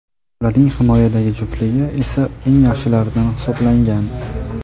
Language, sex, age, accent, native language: Uzbek, male, 18-24, Jizzax, Uzbek